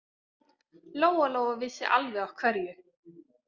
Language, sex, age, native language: Icelandic, female, 18-19, Icelandic